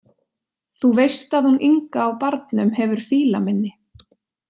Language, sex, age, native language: Icelandic, female, 20-29, Icelandic